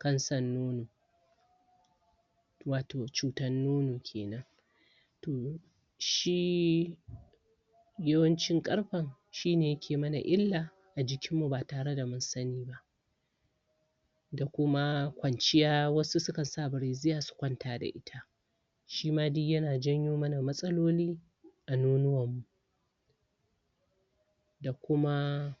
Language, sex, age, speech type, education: Hausa, female, 46-60, spontaneous, tertiary